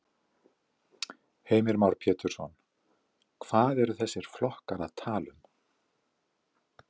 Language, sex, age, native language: Icelandic, male, 70-79, Icelandic